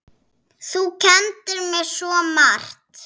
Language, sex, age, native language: Icelandic, female, 6, Icelandic